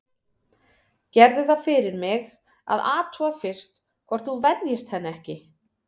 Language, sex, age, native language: Icelandic, female, 30-39, Icelandic